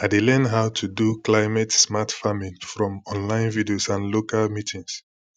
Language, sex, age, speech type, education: Nigerian Pidgin, male, 15-29, spontaneous, tertiary